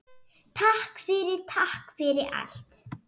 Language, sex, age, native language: Icelandic, female, 7, Icelandic